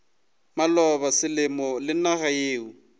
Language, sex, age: Northern Sotho, male, 20